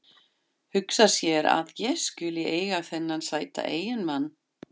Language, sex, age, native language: Icelandic, female, 50-59, German